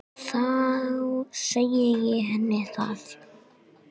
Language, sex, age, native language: Icelandic, female, 6, English